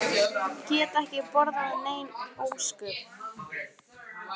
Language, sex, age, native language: Icelandic, female, 18-19, Icelandic